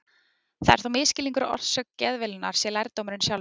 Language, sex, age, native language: Icelandic, female, 20-29, Icelandic